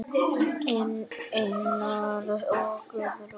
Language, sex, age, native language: Icelandic, female, 9, Icelandic